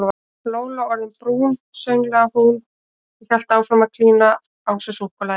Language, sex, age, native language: Icelandic, female, 18-19, Icelandic